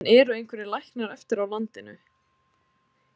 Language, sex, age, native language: Icelandic, female, 20-29, Icelandic